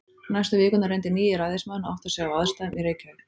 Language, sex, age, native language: Icelandic, female, 30-39, Icelandic